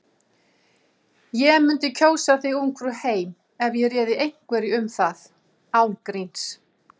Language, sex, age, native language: Icelandic, female, 50-59, Icelandic